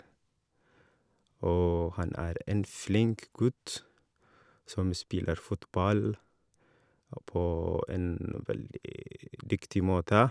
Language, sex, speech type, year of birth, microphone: Norwegian, male, spontaneous, 1983, Shure